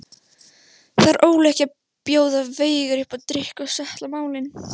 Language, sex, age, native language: Icelandic, female, 16, Icelandic